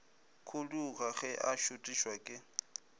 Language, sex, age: Northern Sotho, male, 25